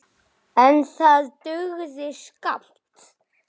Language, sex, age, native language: Icelandic, male, 9, Icelandic